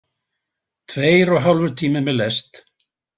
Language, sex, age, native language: Icelandic, male, 80-89, Icelandic